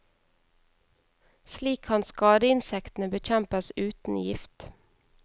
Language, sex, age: Norwegian, female, 31